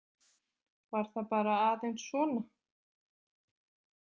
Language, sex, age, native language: Icelandic, female, 20-29, Icelandic